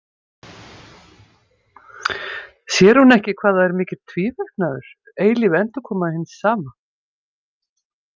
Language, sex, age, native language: Icelandic, female, 50-59, Icelandic